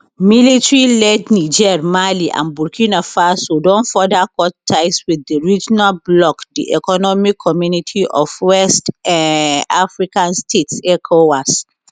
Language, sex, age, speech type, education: Nigerian Pidgin, female, 30-45, spontaneous, tertiary